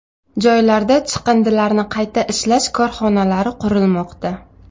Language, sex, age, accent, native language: Uzbek, female, 25-34, Navoiy, Uzbek